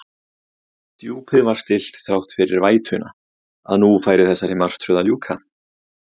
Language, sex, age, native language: Icelandic, male, 30-39, Icelandic